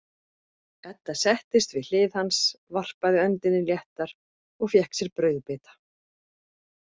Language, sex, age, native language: Icelandic, female, 50-59, Icelandic